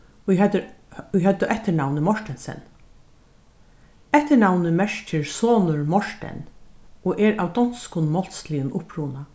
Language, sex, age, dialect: Faroese, female, 61+, Norðurstreymoy/Eysturoy